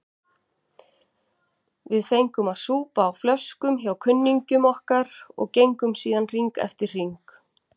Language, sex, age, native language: Icelandic, female, 40-49, Icelandic